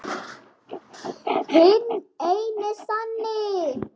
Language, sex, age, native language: Icelandic, female, 8, Icelandic